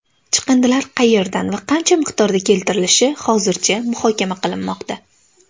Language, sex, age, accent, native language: Uzbek, female, 18-24, Andijon, Uzbek